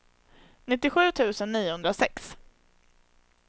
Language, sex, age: Swedish, female, 21